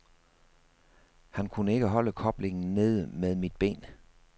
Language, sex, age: Danish, male, 56